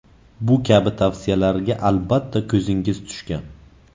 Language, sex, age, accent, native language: Uzbek, male, 18-24, Navoiy, Uzbek